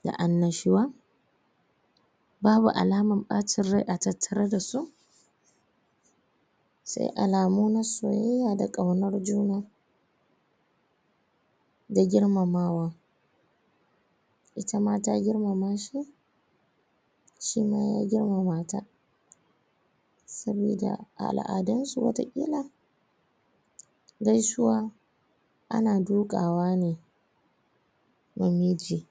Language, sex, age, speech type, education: Hausa, female, 15-29, spontaneous, primary